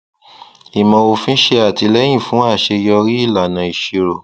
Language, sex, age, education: Yoruba, male, 30-45, tertiary